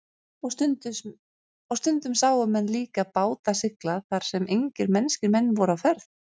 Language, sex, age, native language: Icelandic, female, 30-39, Icelandic